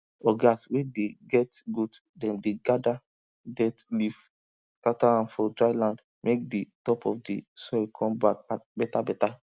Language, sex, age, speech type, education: Nigerian Pidgin, male, 15-29, spontaneous, tertiary